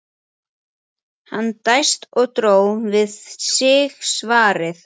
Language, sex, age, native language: Icelandic, male, 11, Icelandic